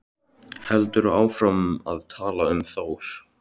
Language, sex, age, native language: Icelandic, male, 13, Icelandic